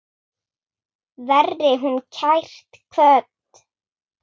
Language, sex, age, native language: Icelandic, female, 8, Icelandic